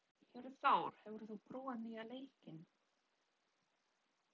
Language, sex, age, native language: Icelandic, female, 30-39, Polish